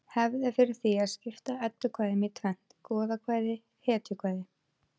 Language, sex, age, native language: Icelandic, female, 20-29, Icelandic